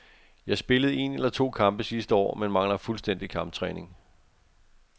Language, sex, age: Danish, male, 48